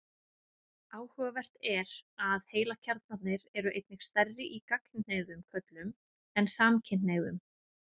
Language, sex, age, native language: Icelandic, female, 30-39, Icelandic